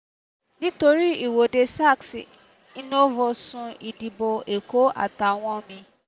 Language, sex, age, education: Yoruba, female, 15-29, tertiary